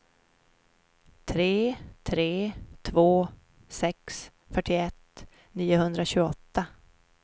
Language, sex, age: Swedish, female, 44